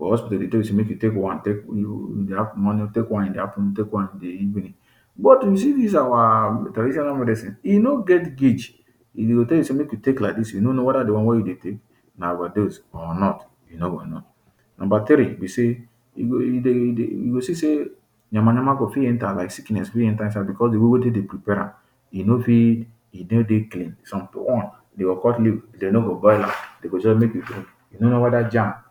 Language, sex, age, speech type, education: Nigerian Pidgin, male, 30-45, spontaneous, tertiary